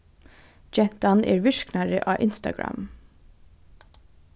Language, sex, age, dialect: Faroese, female, 15-35, Norðurstreymoy/Eysturoy